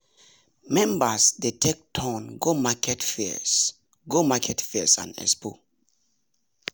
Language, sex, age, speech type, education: Nigerian Pidgin, male, 30-45, spontaneous, tertiary